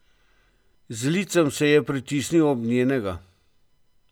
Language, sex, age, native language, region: Slovenian, male, 50-59, Slovenian, Central Slovenia